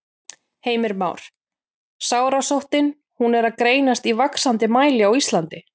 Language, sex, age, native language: Icelandic, female, 40-49, Icelandic